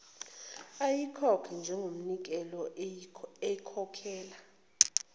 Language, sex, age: Zulu, female, 29